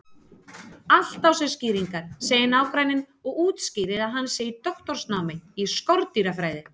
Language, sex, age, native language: Icelandic, female, 30-39, Icelandic